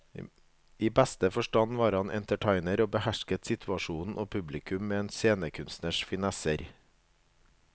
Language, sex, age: Norwegian, male, 37